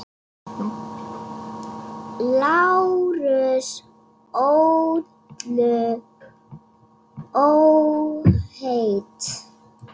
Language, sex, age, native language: Icelandic, female, 7, Icelandic